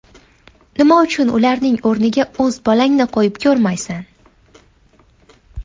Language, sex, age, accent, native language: Uzbek, female, 19-29, Andijon, Uzbek